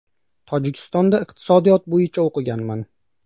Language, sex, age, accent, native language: Uzbek, male, 19-29, Qashqadaryo, Uzbek